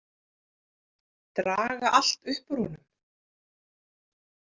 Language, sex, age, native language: Icelandic, female, 30-39, Icelandic